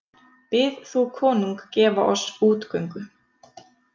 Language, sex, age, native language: Icelandic, female, 30-39, Icelandic